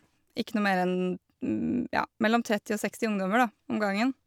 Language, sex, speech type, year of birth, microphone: Norwegian, female, spontaneous, 1986, Shure